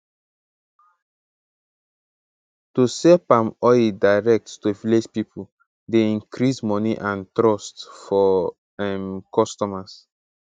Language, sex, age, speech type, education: Nigerian Pidgin, male, 15-29, spontaneous, secondary